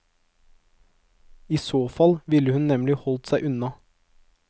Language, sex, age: Norwegian, male, 22